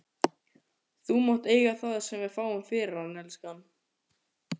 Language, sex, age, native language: Icelandic, male, 14, Icelandic